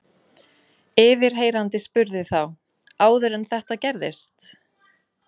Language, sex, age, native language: Icelandic, female, 20-29, Icelandic